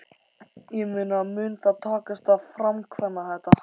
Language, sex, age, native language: Icelandic, male, 14, Icelandic